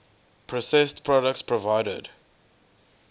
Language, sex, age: English, male, 20